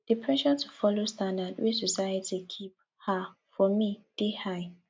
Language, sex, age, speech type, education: Nigerian Pidgin, female, 15-29, spontaneous, tertiary